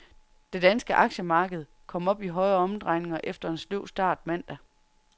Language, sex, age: Danish, female, 30